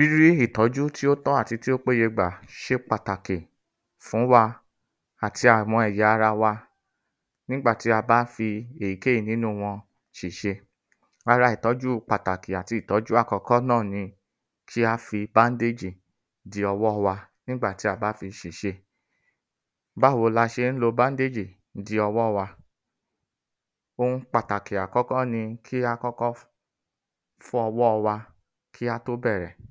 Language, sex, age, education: Yoruba, male, 30-45, tertiary